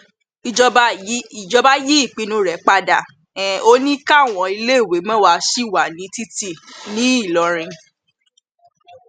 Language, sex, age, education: Yoruba, male, 15-29, tertiary